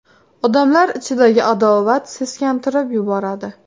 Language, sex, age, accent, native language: Uzbek, female, 18-24, Farg'ona, Uzbek